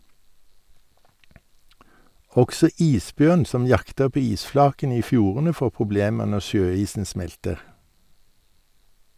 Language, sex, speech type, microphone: Norwegian, male, read, Sennheiser